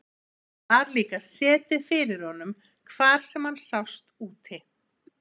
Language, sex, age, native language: Icelandic, female, 50-59, Icelandic